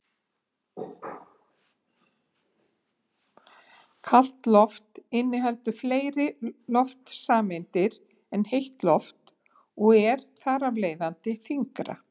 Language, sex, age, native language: Icelandic, female, 70-79, Icelandic